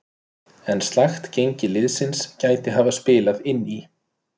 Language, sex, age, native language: Icelandic, male, 30-39, Icelandic